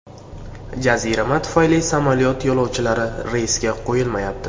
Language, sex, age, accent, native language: Uzbek, male, 18-24, Samarqand, Uzbek